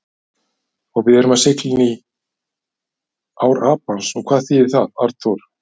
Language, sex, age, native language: Icelandic, male, 50-59, Icelandic